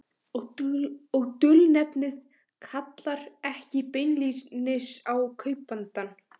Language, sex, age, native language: Icelandic, female, 15, Icelandic